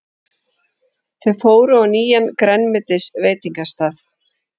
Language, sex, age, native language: Icelandic, female, 40-49, Icelandic